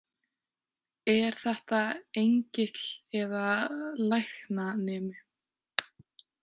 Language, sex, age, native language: Icelandic, female, 18-19, Icelandic